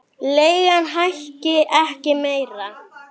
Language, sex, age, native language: Icelandic, female, 9, Icelandic